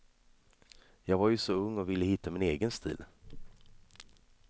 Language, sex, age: Swedish, male, 26